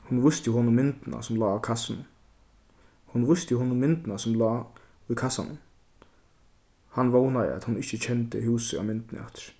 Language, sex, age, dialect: Faroese, male, 15-35, Suðurstreymoy